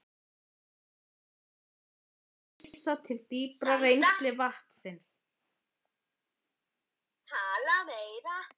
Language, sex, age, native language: Icelandic, female, 11, Icelandic